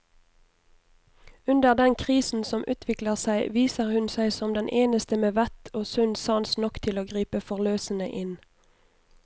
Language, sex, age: Norwegian, female, 29